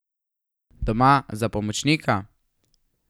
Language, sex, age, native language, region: Slovenian, male, 12-17, Slovenian, Savinja region